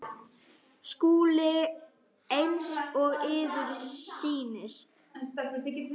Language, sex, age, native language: Icelandic, female, 5, Icelandic